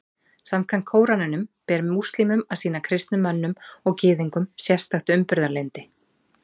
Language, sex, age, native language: Icelandic, female, 40-49, Icelandic